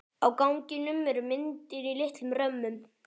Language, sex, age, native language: Icelandic, male, 12, Icelandic